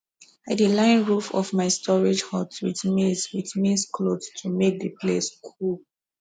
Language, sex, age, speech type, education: Nigerian Pidgin, female, 15-29, spontaneous, tertiary